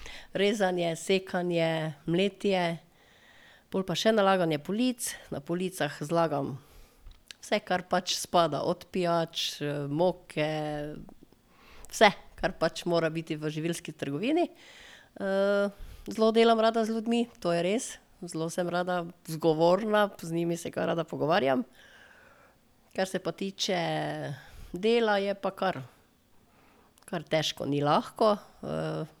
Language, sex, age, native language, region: Slovenian, female, 50-59, Slovenian, Drava region